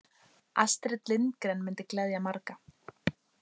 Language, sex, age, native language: Icelandic, female, 18-19, Icelandic